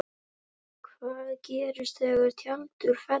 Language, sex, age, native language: Icelandic, male, 10, Icelandic